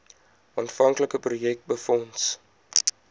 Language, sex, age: Afrikaans, male, 20